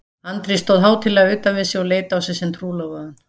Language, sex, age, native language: Icelandic, female, 17, Icelandic